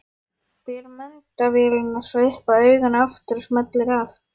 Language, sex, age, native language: Icelandic, female, 11, Icelandic